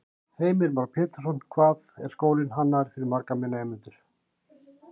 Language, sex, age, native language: Icelandic, male, 50-59, Icelandic